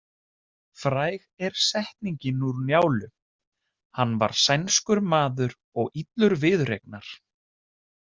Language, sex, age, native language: Icelandic, male, 30-39, Icelandic